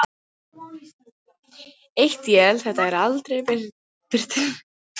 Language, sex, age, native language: Icelandic, female, 18-19, Icelandic